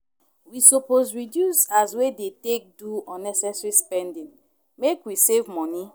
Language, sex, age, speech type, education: Nigerian Pidgin, female, 15-29, spontaneous, tertiary